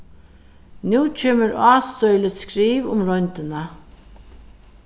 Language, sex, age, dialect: Faroese, female, 36-60, Suðurstreymoy